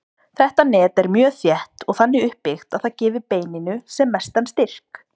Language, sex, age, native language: Icelandic, female, 20-29, Icelandic